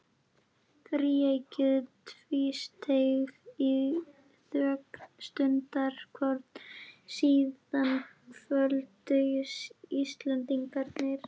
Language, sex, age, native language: Icelandic, female, 11, Icelandic